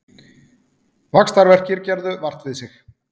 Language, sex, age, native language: Icelandic, male, 30-39, Icelandic